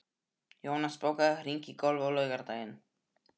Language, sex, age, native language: Icelandic, male, 12, Icelandic